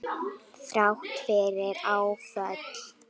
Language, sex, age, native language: Icelandic, female, 10, Icelandic